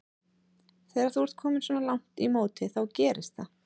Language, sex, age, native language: Icelandic, female, 30-39, Icelandic